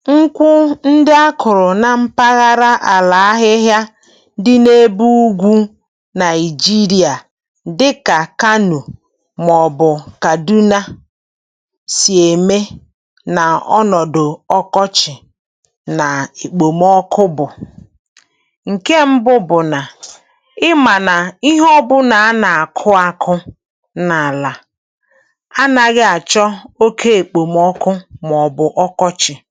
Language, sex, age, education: Igbo, female, 46-60, tertiary